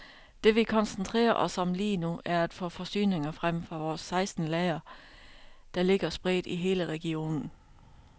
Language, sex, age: Danish, female, 32